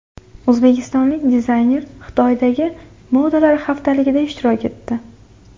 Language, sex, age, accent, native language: Uzbek, female, 18-24, Farg'ona, Uzbek